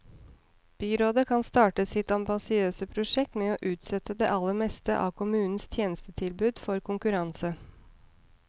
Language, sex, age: Norwegian, female, 30